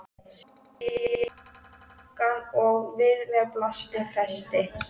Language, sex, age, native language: Icelandic, female, 13, Icelandic